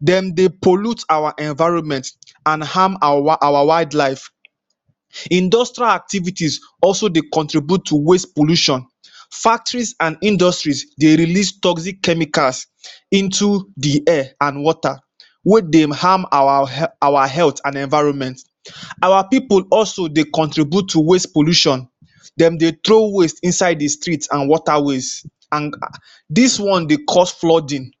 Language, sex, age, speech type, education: Nigerian Pidgin, male, 15-29, spontaneous, tertiary